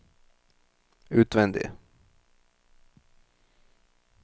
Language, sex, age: Norwegian, male, 38